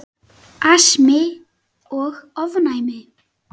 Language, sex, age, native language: Icelandic, male, 9, Icelandic